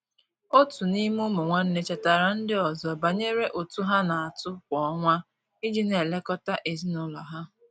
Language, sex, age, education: Igbo, female, 15-29, tertiary